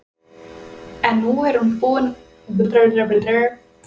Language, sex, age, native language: Icelandic, female, 20-29, Icelandic